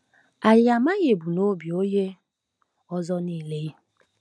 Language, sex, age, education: Igbo, female, 15-29, tertiary